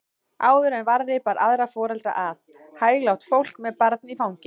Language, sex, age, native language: Icelandic, female, 30-39, Icelandic